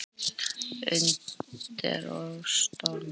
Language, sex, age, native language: Icelandic, female, 18-19, Icelandic